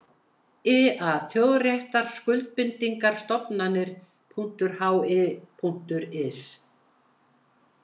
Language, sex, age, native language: Icelandic, female, 70-79, Icelandic